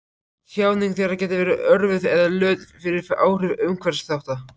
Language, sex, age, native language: Icelandic, male, 14, Icelandic